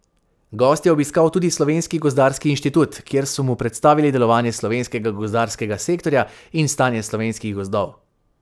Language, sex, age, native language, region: Slovenian, male, 18-29, Slovenian, Savinja region